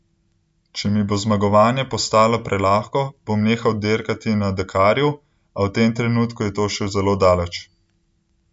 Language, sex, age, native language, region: Slovenian, male, 18-29, Slovenian, Central Slovenia